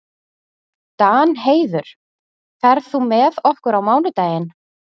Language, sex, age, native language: Icelandic, female, 40-49, Icelandic